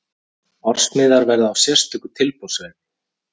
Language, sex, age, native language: Icelandic, male, 30-39, Icelandic